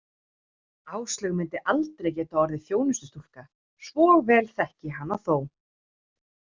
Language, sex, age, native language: Icelandic, female, 30-39, Icelandic